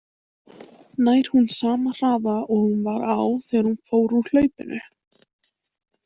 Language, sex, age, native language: Icelandic, female, 18-19, Icelandic